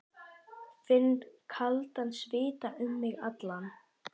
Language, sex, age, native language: Icelandic, male, 11, Icelandic